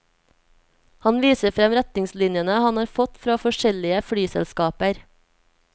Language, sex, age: Norwegian, female, 24